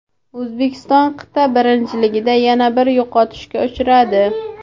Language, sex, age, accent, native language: Uzbek, female, 18-24, Samarqand, Uzbek